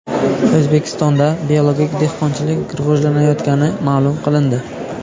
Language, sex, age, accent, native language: Uzbek, male, 18-24, Buxoro, Uzbek